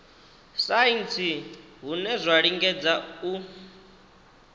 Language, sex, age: Venda, male, 19